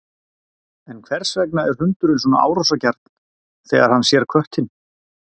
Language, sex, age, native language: Icelandic, male, 40-49, Icelandic